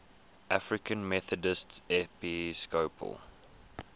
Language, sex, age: English, male, 21